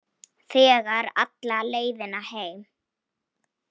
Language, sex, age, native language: Icelandic, female, 18-19, Polish